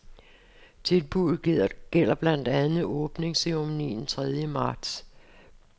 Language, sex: Danish, female